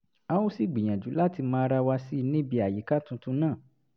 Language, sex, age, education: Yoruba, male, 30-45, tertiary